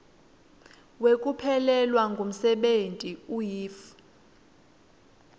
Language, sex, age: Swati, female, 19